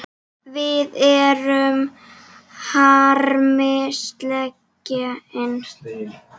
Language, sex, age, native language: Icelandic, female, 7, Icelandic